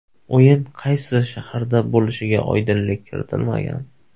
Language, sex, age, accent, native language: Uzbek, male, 25-34, Samarqand, Uzbek